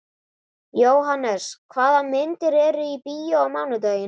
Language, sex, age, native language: Icelandic, male, 11, Icelandic